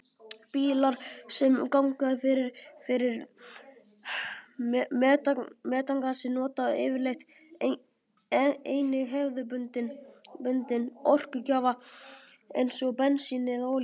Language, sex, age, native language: Icelandic, female, 50-59, Icelandic